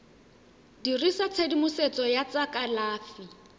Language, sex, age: Tswana, female, 18